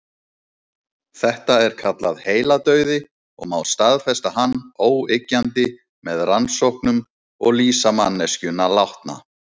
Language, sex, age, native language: Icelandic, male, 30-39, Icelandic